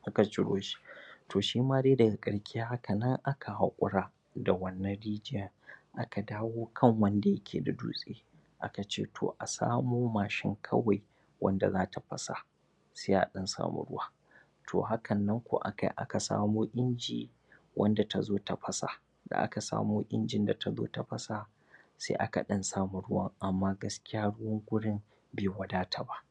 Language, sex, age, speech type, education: Hausa, male, 30-45, spontaneous, tertiary